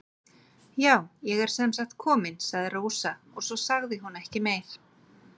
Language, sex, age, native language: Icelandic, female, 40-49, Icelandic